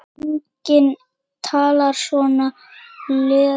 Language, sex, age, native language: Icelandic, female, 8, Icelandic